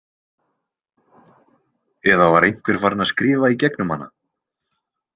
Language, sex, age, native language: Icelandic, male, 20-29, Icelandic